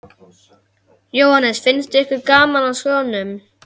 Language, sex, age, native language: Icelandic, male, 12, Icelandic